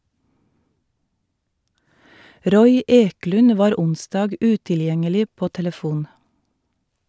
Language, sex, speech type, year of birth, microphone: Norwegian, female, read, 1962, Shure